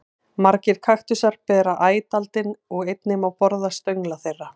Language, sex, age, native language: Icelandic, female, 40-49, Icelandic